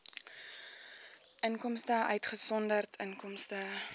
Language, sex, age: Afrikaans, female, 18